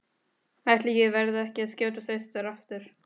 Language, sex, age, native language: Icelandic, female, 13, Spanish